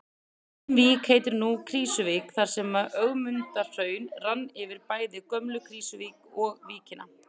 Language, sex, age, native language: Icelandic, female, 30-39, Icelandic